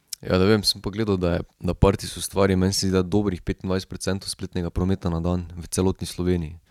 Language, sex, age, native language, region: Slovenian, male, 18-29, Slovenian, Drava region